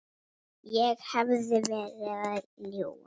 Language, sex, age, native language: Icelandic, female, 9, Icelandic